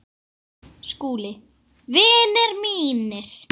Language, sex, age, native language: Icelandic, female, 10, Icelandic